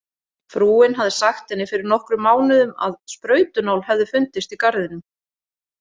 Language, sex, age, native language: Icelandic, female, 40-49, Icelandic